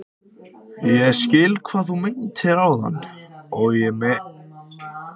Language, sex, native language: Icelandic, other, Icelandic